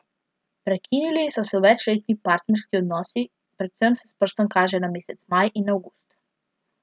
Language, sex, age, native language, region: Slovenian, female, 12-17, Slovenian, Central Slovenia